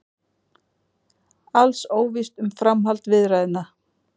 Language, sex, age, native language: Icelandic, female, 40-49, Icelandic